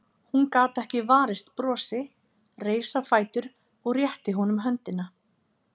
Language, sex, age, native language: Icelandic, female, 30-39, Icelandic